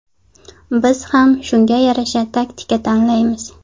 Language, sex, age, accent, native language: Uzbek, female, 25-34, Sirdaryo, Uzbek